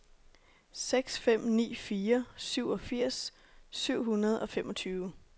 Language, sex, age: Danish, female, 26